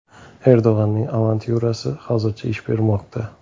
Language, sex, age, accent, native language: Uzbek, male, 18-24, Xorazm, Uzbek